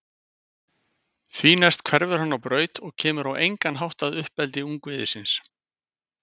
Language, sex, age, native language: Icelandic, male, 50-59, Icelandic